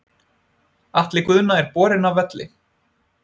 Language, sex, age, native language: Icelandic, male, 20-29, Icelandic